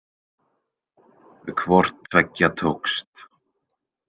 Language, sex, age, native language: Icelandic, male, 20-29, Icelandic